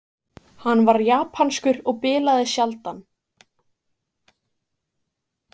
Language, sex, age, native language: Icelandic, female, 15, Icelandic